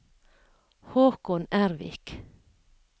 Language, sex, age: Norwegian, female, 57